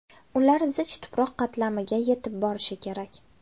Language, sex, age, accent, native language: Uzbek, female, 18-24, Toshkent viloyati, Uzbek